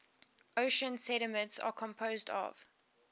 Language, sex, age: English, female, 18